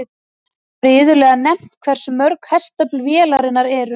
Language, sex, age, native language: Icelandic, female, 40-49, Icelandic